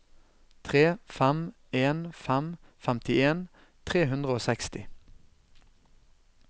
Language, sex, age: Norwegian, male, 32